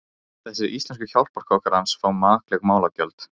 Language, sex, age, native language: Icelandic, male, 15, Icelandic